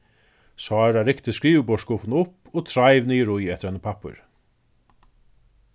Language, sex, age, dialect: Faroese, male, 36-60, Suðurstreymoy